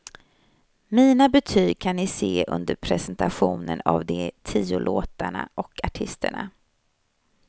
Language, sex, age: Swedish, female, 35